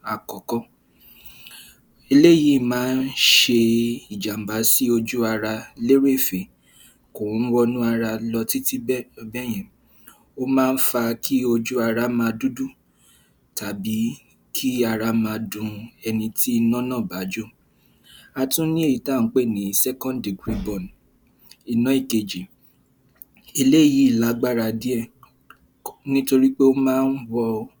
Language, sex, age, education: Yoruba, male, 15-29, tertiary